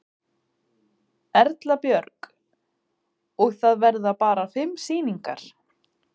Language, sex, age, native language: Icelandic, female, 20-29, Icelandic